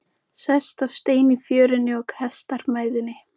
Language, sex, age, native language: Icelandic, male, 14, Icelandic